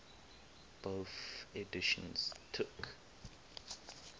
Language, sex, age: English, male, 18